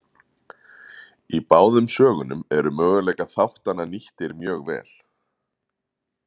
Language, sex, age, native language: Icelandic, male, 30-39, Icelandic